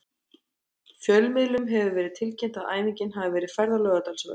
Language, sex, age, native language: Icelandic, female, 30-39, Icelandic